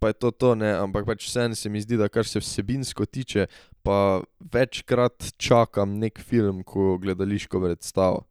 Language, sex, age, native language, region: Slovenian, male, 18-29, Slovenian, Drava region